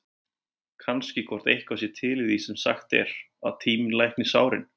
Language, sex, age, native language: Icelandic, male, 20-29, Icelandic